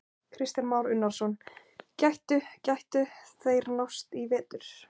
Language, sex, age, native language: Icelandic, female, 20-29, Icelandic